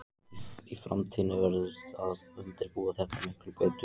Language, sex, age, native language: Icelandic, male, 14, Icelandic